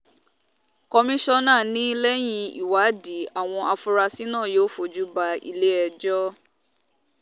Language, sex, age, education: Yoruba, female, 15-29, tertiary